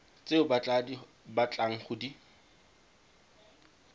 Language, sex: Tswana, male